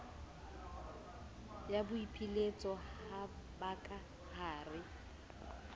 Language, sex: Southern Sotho, female